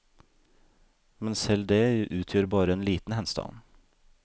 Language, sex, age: Norwegian, male, 32